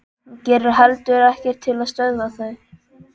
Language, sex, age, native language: Icelandic, male, 11, Icelandic